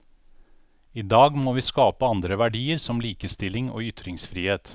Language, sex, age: Norwegian, male, 49